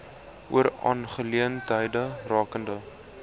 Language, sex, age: Afrikaans, male, 19